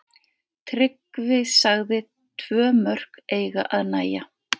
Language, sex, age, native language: Icelandic, female, 50-59, Icelandic